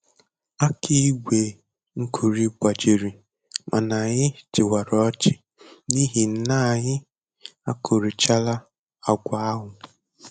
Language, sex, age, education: Igbo, male, 15-29, tertiary